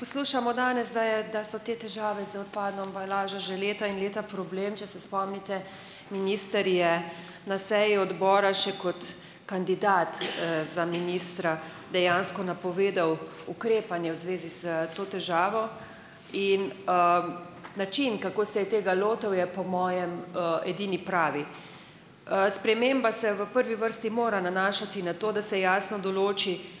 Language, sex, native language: Slovenian, female, Slovenian